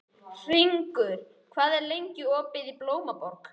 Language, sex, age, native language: Icelandic, male, 11, Icelandic